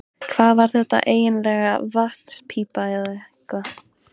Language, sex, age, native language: Icelandic, female, 13, Icelandic